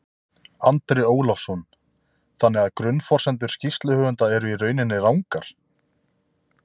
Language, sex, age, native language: Icelandic, male, 20-29, Icelandic